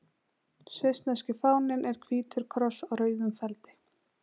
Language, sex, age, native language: Icelandic, female, 20-29, Icelandic